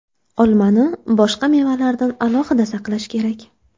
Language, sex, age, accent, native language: Uzbek, female, 19-29, Toshkent shahri, Uzbek